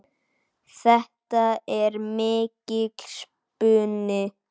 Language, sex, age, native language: Icelandic, male, 9, Icelandic